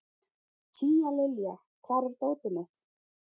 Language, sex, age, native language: Icelandic, female, 30-39, Icelandic